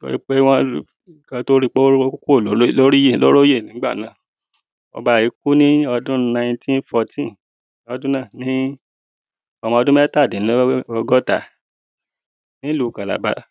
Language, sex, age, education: Yoruba, male, 30-45, primary